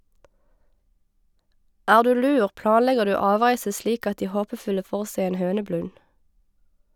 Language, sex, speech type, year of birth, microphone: Norwegian, female, read, 1989, Shure